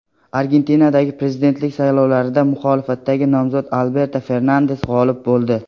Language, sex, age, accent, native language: Uzbek, male, under 19, Qashqadaryo, Uzbek